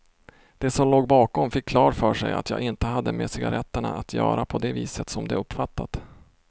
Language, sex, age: Swedish, male, 32